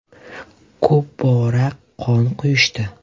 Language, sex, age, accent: Uzbek, male, 18-24, Toshkent shahri